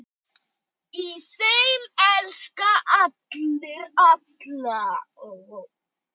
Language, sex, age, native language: Icelandic, male, 9, Icelandic